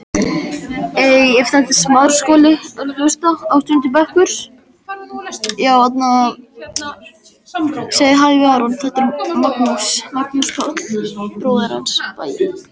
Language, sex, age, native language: Icelandic, male, 13, Icelandic